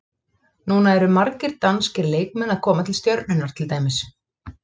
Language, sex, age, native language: Icelandic, female, 30-39, Icelandic